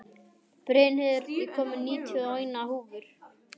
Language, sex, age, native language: Icelandic, male, 18-19, Icelandic